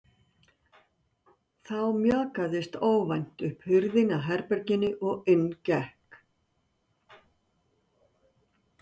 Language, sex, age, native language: Icelandic, female, 60-69, Icelandic